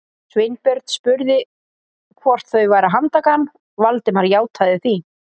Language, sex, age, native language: Icelandic, female, 40-49, Icelandic